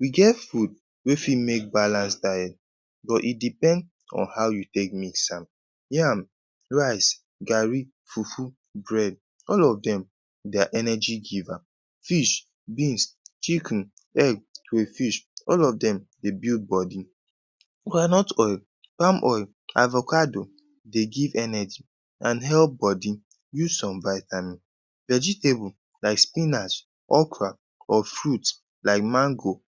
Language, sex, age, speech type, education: Nigerian Pidgin, male, 15-29, spontaneous, tertiary